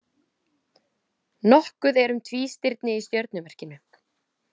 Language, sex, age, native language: Icelandic, female, 20-29, Icelandic